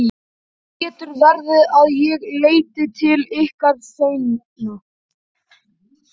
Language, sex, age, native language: Icelandic, male, 11, Icelandic